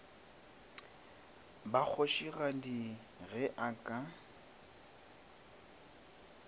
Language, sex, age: Northern Sotho, male, 23